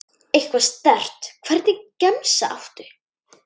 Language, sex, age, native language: Icelandic, male, 10, Icelandic